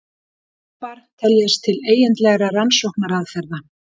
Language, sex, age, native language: Icelandic, female, 60-69, Icelandic